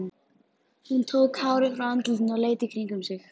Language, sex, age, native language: Icelandic, female, 14, Icelandic